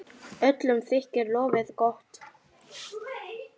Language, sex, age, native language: Icelandic, female, 10, Lithuanian